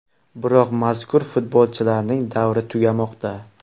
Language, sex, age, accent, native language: Uzbek, male, 18-24, Toshkent viloyati, Uzbek